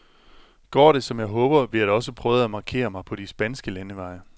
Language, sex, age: Danish, male, 27